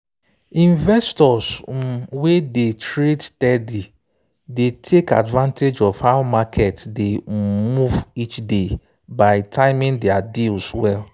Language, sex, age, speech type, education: Nigerian Pidgin, male, 30-45, spontaneous, tertiary